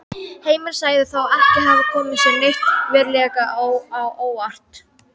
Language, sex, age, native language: Icelandic, female, 18-19, Icelandic